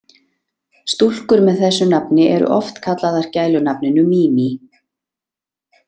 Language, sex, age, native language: Icelandic, female, 30-39, Icelandic